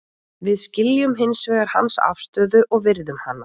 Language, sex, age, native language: Icelandic, female, 20-29, Icelandic